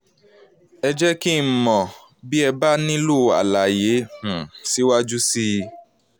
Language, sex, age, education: Yoruba, male, 15-29, tertiary